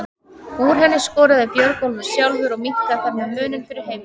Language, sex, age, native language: Icelandic, female, 30-39, Icelandic